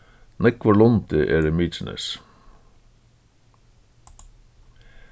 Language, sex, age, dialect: Faroese, male, 36-60, Suðurstreymoy